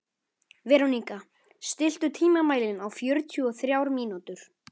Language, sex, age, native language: Icelandic, male, 13, Icelandic